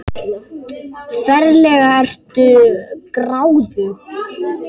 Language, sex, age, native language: Icelandic, female, 8, Icelandic